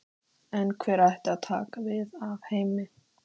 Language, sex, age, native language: Icelandic, female, 13, Icelandic